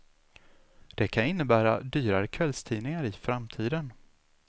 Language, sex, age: Swedish, male, 36